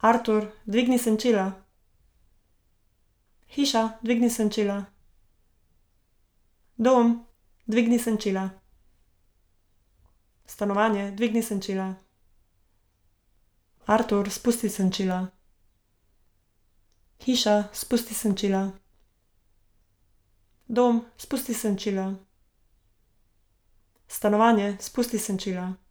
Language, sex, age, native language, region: Slovenian, female, 18-29, Slovenian, Zasavska region